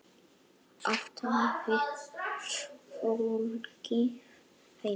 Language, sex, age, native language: Icelandic, male, 9, Icelandic